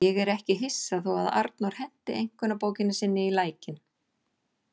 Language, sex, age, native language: Icelandic, female, 40-49, Icelandic